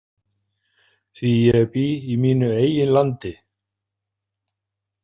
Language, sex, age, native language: Icelandic, male, 50-59, Icelandic